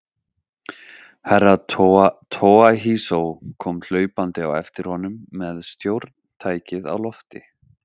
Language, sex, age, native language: Icelandic, male, 30-39, Icelandic